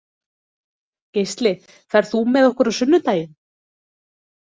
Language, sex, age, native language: Icelandic, female, 30-39, Icelandic